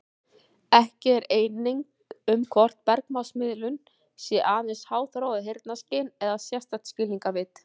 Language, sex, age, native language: Icelandic, female, 40-49, Icelandic